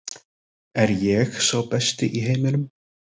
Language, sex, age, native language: Icelandic, male, 30-39, Icelandic